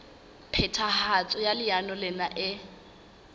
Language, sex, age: Southern Sotho, female, 19